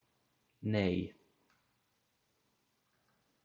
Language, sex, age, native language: Icelandic, male, 18-19, Icelandic